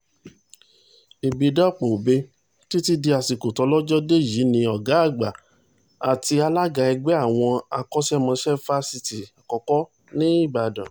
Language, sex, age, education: Yoruba, male, 30-45, tertiary